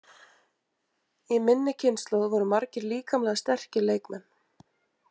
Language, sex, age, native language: Icelandic, female, 20-29, Icelandic